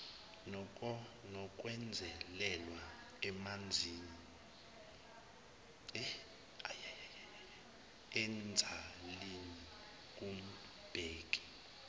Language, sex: Zulu, male